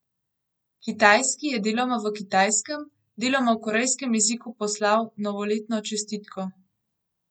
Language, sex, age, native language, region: Slovenian, female, 18-29, Slovenian, Gorenjska region